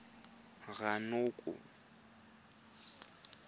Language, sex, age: Tswana, male, 20